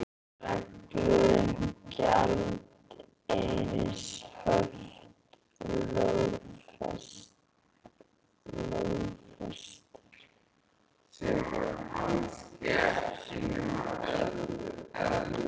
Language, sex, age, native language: Icelandic, male, 18-19, Icelandic